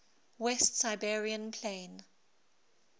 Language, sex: English, female